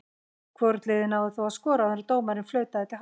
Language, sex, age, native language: Icelandic, female, 50-59, Icelandic